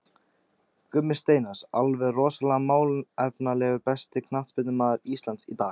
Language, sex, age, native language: Icelandic, male, 14, Icelandic